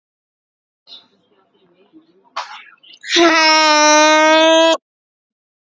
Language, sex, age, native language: Icelandic, male, 9, Icelandic